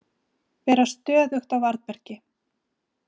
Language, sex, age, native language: Icelandic, female, 40-49, Icelandic